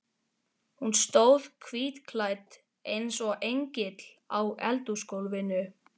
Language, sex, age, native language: Icelandic, male, 12, Icelandic